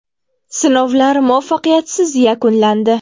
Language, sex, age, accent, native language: Uzbek, female, 19-29, Qashqadaryo, Uzbek